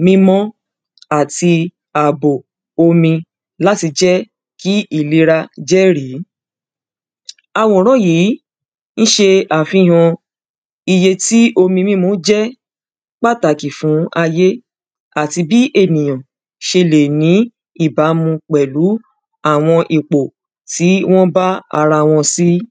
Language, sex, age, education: Yoruba, female, 30-45, secondary